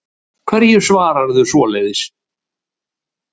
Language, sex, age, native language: Icelandic, male, 70-79, Icelandic